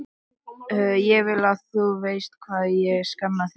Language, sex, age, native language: Icelandic, male, 13, Icelandic